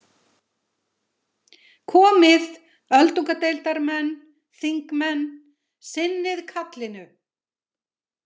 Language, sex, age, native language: Icelandic, female, 50-59, Icelandic